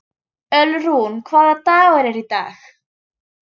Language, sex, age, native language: Icelandic, female, 13, Icelandic